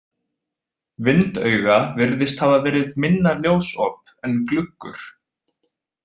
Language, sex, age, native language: Icelandic, male, 20-29, Icelandic